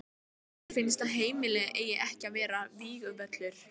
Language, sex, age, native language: Icelandic, female, 15, Icelandic